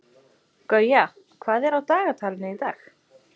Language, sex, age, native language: Icelandic, female, 20-29, Icelandic